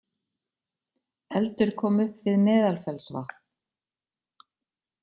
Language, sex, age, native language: Icelandic, female, 40-49, Icelandic